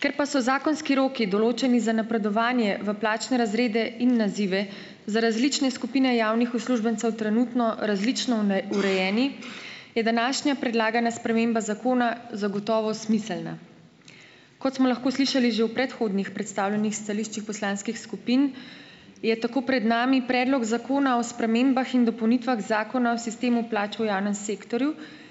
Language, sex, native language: Slovenian, female, Slovenian